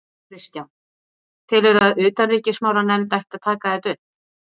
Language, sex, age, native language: Icelandic, female, 40-49, Icelandic